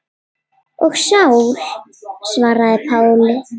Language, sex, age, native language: Icelandic, female, 8, Icelandic